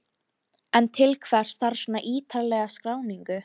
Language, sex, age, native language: Icelandic, female, 13, Icelandic